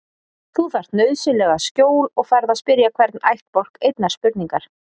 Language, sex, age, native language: Icelandic, female, 40-49, Icelandic